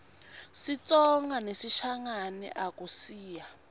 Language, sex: Swati, female